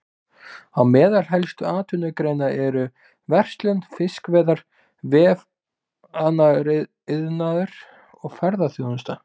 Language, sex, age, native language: Icelandic, male, 20-29, Icelandic